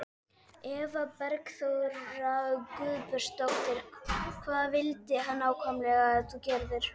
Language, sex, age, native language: Icelandic, male, 12, Icelandic